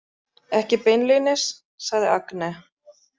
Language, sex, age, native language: Icelandic, female, 30-39, Icelandic